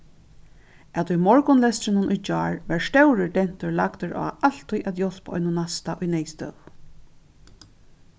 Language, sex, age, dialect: Faroese, female, 36-60, Norðuroyggjar